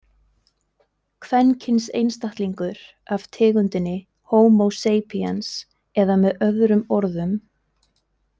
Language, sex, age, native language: Icelandic, female, 20-29, Icelandic